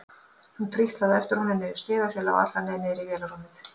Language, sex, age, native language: Icelandic, female, 50-59, Icelandic